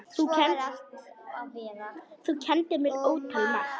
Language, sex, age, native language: Icelandic, female, 10, Icelandic